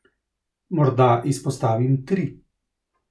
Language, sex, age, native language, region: Slovenian, male, 30-49, Slovenian, Central Slovenia